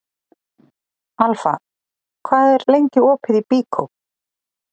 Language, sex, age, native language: Icelandic, female, 40-49, Icelandic